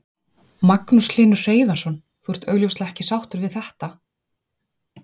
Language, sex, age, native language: Icelandic, female, 40-49, Icelandic